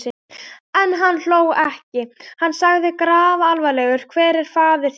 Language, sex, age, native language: Icelandic, female, 12, Icelandic